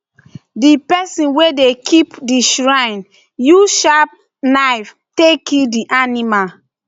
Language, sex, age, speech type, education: Nigerian Pidgin, female, 15-29, spontaneous, tertiary